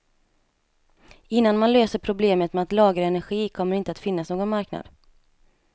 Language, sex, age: Swedish, female, 27